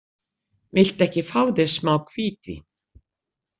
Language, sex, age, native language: Icelandic, female, 60-69, Icelandic